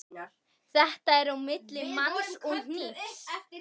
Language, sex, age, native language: Icelandic, female, 12, Icelandic